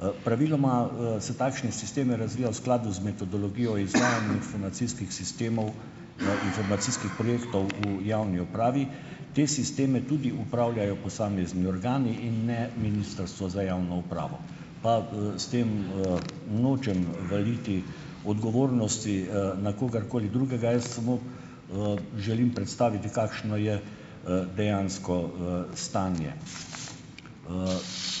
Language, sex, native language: Slovenian, male, Slovenian